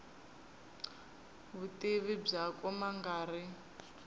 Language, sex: Tsonga, female